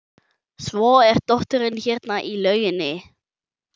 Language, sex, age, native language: Icelandic, male, 11, German